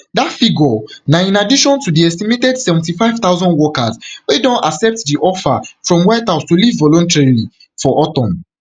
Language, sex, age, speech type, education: Nigerian Pidgin, male, 15-29, spontaneous, tertiary